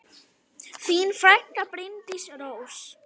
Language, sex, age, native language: Icelandic, female, 10, Icelandic